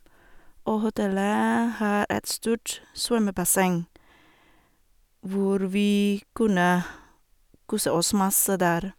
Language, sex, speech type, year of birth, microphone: Norwegian, female, spontaneous, 1979, Sennheiser